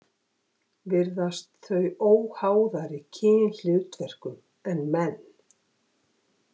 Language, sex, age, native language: Icelandic, female, 50-59, Icelandic